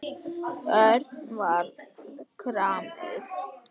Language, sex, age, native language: Icelandic, male, 10, Icelandic